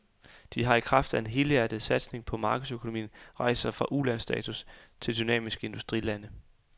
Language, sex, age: Danish, male, 28